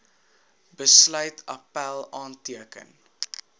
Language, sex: Afrikaans, male